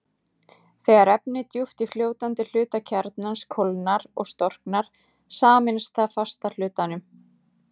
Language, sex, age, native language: Icelandic, female, 30-39, Icelandic